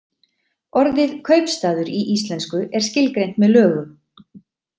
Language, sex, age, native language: Icelandic, female, 30-39, Icelandic